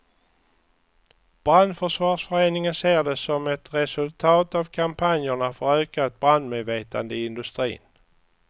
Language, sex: Swedish, male